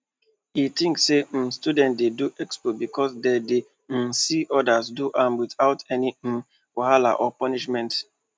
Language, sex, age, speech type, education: Nigerian Pidgin, male, 15-29, spontaneous, tertiary